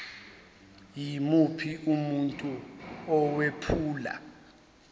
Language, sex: Zulu, male